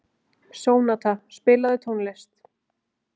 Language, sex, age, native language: Icelandic, female, 20-29, Icelandic